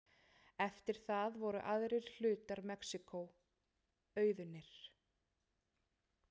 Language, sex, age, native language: Icelandic, female, 30-39, Icelandic